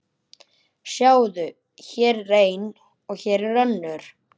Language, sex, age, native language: Icelandic, male, 11, Icelandic